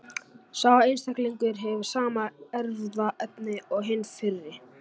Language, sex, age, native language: Icelandic, male, 40-49, Icelandic